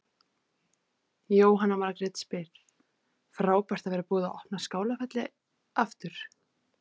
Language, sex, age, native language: Icelandic, female, 30-39, Icelandic